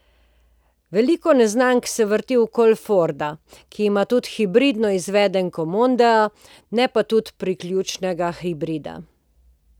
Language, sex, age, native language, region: Slovenian, female, 50-59, Slovenian, Posavska region